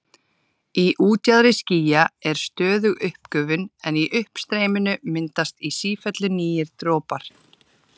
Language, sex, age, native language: Icelandic, female, 30-39, Icelandic